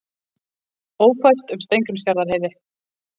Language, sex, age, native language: Icelandic, female, 40-49, Icelandic